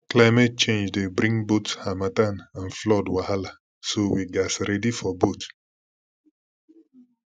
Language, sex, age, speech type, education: Nigerian Pidgin, male, 15-29, spontaneous, tertiary